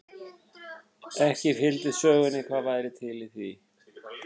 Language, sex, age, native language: Icelandic, male, 50-59, Icelandic